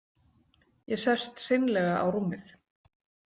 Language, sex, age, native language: Icelandic, female, 40-49, Icelandic